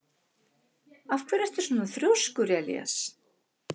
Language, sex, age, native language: Icelandic, female, 60-69, Icelandic